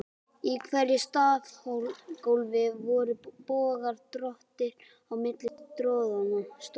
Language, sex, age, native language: Icelandic, female, 12, Icelandic